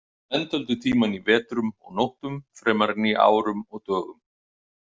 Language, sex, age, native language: Icelandic, male, 50-59, Icelandic